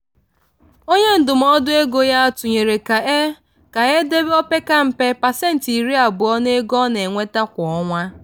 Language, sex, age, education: Igbo, female, 15-29, tertiary